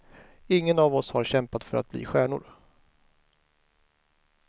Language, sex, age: Swedish, male, 23